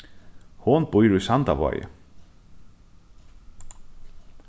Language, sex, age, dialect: Faroese, male, 15-35, Norðuroyggjar